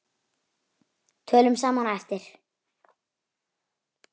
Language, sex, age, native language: Icelandic, female, 9, Icelandic